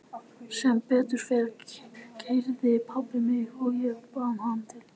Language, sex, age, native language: Icelandic, male, 18-19, Icelandic